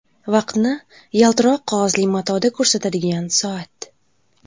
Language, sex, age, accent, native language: Uzbek, female, 18-24, Buxoro, Uzbek